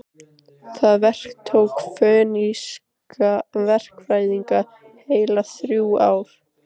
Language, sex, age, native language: Icelandic, female, 15, Icelandic